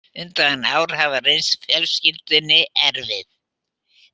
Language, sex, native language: Icelandic, female, Icelandic